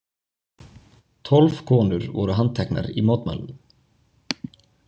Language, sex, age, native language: Icelandic, male, 20-29, Icelandic